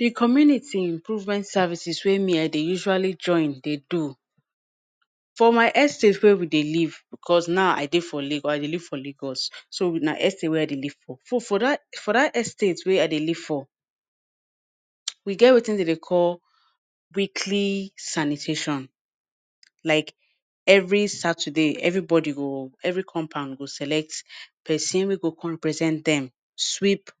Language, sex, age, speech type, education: Nigerian Pidgin, female, 15-29, spontaneous, tertiary